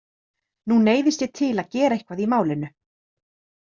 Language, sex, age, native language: Icelandic, female, 30-39, Icelandic